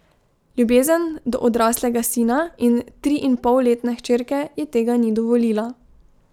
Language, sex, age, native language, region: Slovenian, female, 18-29, Slovenian, Drava region